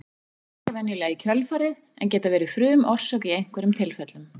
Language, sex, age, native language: Icelandic, female, 40-49, Icelandic